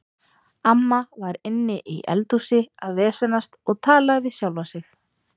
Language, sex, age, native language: Icelandic, female, 30-39, Icelandic